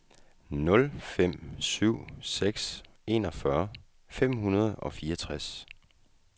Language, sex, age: Danish, male, 35